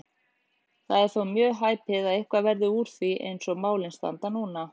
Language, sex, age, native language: Icelandic, female, 40-49, Icelandic